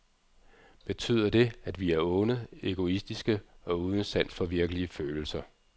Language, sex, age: Danish, male, 46